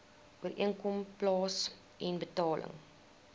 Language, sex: Afrikaans, female